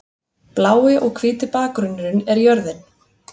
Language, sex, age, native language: Icelandic, female, 30-39, Icelandic